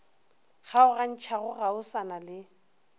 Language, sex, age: Northern Sotho, female, 24